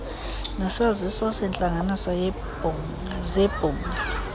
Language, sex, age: Xhosa, female, 22